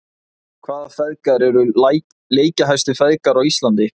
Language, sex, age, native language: Icelandic, male, 20-29, Icelandic